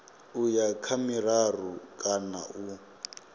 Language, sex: Venda, male